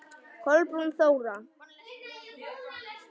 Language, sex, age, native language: Icelandic, male, 9, Icelandic